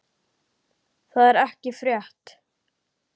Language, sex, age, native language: Icelandic, male, 10, Icelandic